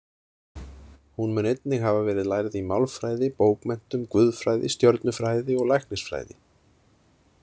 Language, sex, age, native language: Icelandic, male, 30-39, Icelandic